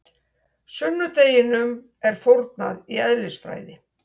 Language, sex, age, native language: Icelandic, female, 60-69, Icelandic